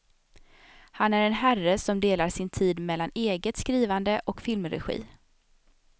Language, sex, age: Swedish, female, 27